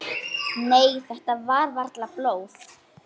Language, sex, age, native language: Icelandic, female, 9, Icelandic